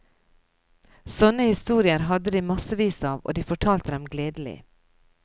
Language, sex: Norwegian, female